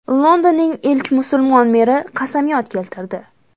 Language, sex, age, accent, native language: Uzbek, female, 18-24, Toshkent viloyati, Uzbek